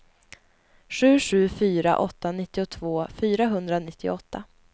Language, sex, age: Swedish, female, 20